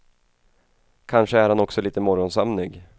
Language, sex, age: Swedish, male, 28